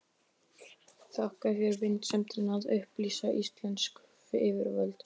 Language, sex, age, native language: Icelandic, male, 12, Icelandic